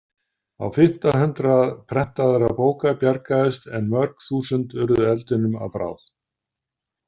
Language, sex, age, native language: Icelandic, male, 50-59, Icelandic